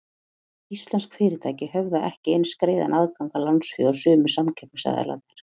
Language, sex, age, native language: Icelandic, female, 30-39, Icelandic